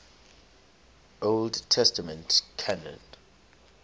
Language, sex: English, male